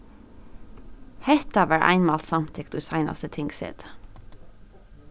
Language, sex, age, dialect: Faroese, female, 15-35, Suðurstreymoy